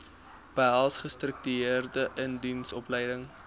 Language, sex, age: Afrikaans, male, 23